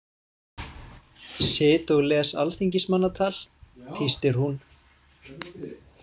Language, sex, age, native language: Icelandic, male, 20-29, Icelandic